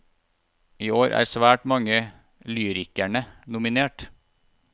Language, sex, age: Norwegian, male, 41